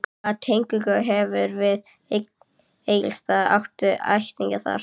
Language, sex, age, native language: Icelandic, female, 12, Icelandic